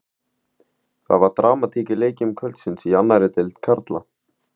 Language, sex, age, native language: Icelandic, male, 18-19, Icelandic